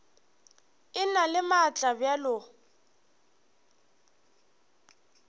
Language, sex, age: Northern Sotho, female, 21